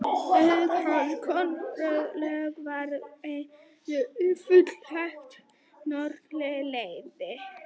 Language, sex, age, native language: Icelandic, female, 18-19, Icelandic